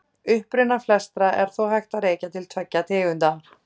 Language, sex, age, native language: Icelandic, female, 30-39, Icelandic